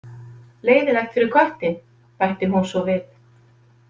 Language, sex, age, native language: Icelandic, female, 50-59, Icelandic